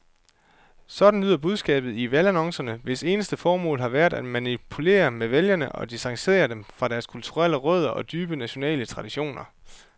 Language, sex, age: Danish, male, 29